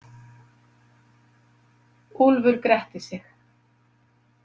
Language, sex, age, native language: Icelandic, female, 50-59, Icelandic